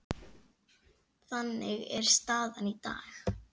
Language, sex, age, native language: Icelandic, female, 8, Icelandic